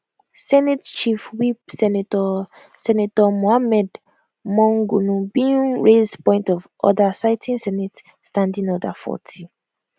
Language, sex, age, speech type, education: Nigerian Pidgin, female, 15-29, spontaneous, tertiary